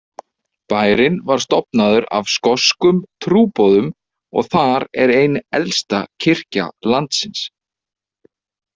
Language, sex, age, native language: Icelandic, male, 30-39, Icelandic